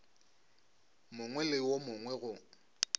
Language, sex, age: Northern Sotho, male, 25